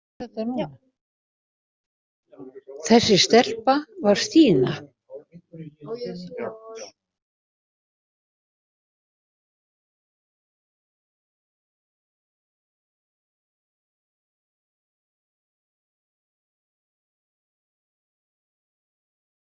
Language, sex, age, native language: Icelandic, female, 70-79, Icelandic